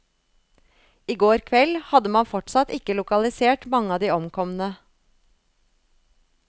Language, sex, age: Norwegian, female, 35